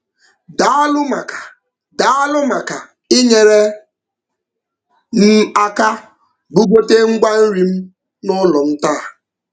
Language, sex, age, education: Igbo, male, 15-29, tertiary